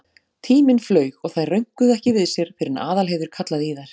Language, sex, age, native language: Icelandic, female, 40-49, Icelandic